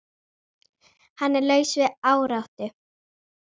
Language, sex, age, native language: Icelandic, female, 9, Icelandic